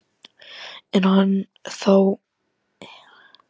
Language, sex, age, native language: Icelandic, male, 13, Icelandic